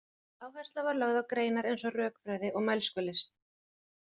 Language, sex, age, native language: Icelandic, female, 40-49, Icelandic